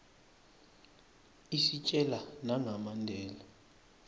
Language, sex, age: Swati, male, 23